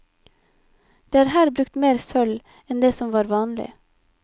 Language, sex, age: Norwegian, female, 25